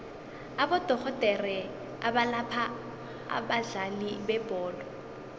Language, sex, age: South Ndebele, female, 21